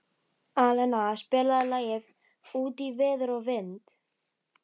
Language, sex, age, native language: Icelandic, female, 12, Icelandic